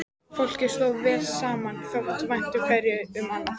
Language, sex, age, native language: Icelandic, female, 14, Icelandic